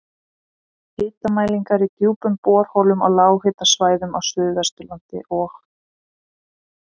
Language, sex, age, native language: Icelandic, female, 30-39, Icelandic